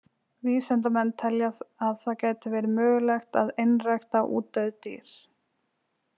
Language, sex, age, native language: Icelandic, female, 20-29, Icelandic